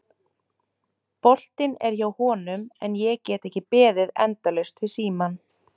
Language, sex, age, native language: Icelandic, male, 30-39, Icelandic